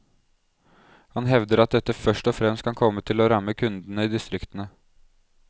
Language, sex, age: Norwegian, male, 20